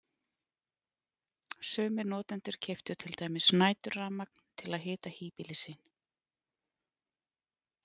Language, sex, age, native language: Icelandic, female, 40-49, Icelandic